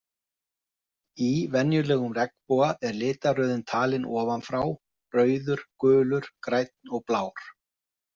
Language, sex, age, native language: Icelandic, male, 50-59, Icelandic